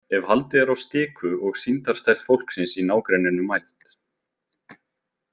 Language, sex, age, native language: Icelandic, male, 20-29, Icelandic